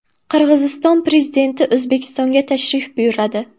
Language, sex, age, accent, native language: Uzbek, female, under 19, Buxoro, Uzbek